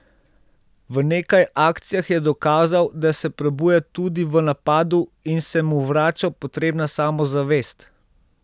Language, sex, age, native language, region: Slovenian, male, 30-49, Slovenian, Central Slovenia